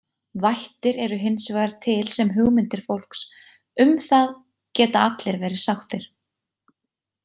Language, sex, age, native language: Icelandic, female, 20-29, Icelandic